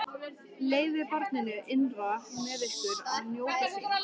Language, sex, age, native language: Icelandic, female, 13, Icelandic